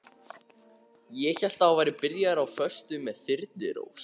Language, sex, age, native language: Icelandic, male, 14, Icelandic